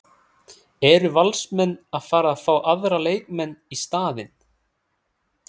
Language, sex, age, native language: Icelandic, male, 30-39, Icelandic